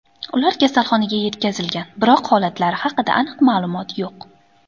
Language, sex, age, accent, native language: Uzbek, female, 18-24, Andijon, Uzbek